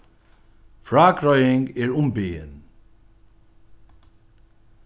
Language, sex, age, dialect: Faroese, male, 61+, Norðuroyggjar